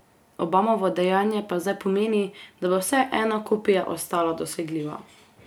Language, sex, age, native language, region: Slovenian, female, 18-29, Slovenian, Carinthia region